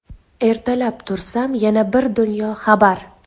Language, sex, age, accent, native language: Uzbek, female, under 19, Toshkent viloyati, Uzbek